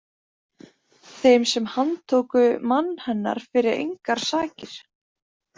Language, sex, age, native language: Icelandic, female, 20-29, Icelandic